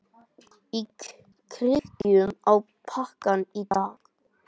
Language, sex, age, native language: Icelandic, male, 20-29, Icelandic